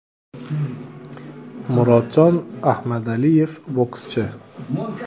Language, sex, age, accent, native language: Uzbek, male, 25-34, Xorazm, Uzbek